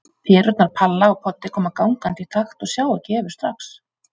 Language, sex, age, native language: Icelandic, female, 40-49, Icelandic